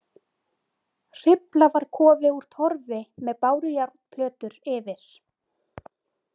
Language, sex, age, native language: Icelandic, female, 20-29, Icelandic